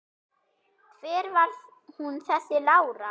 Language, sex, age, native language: Icelandic, female, 8, German